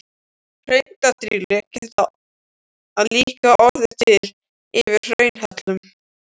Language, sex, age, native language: Icelandic, other, 13, Icelandic